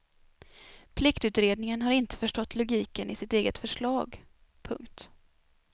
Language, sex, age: Swedish, female, 24